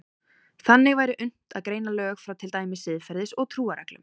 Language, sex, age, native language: Icelandic, female, 18-19, Icelandic